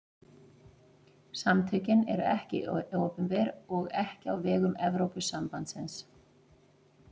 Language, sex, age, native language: Icelandic, female, 40-49, Icelandic